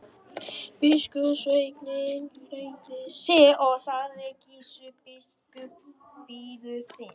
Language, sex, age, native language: Icelandic, male, 11, Vietnamese